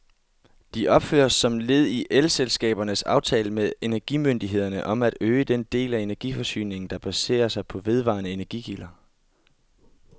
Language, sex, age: Danish, male, 22